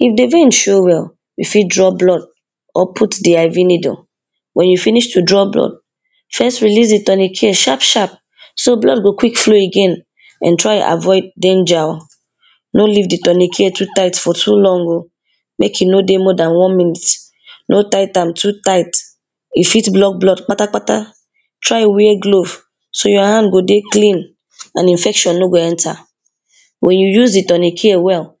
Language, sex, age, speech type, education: Nigerian Pidgin, female, 15-29, spontaneous, primary